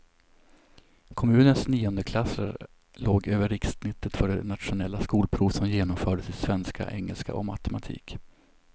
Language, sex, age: Swedish, male, 27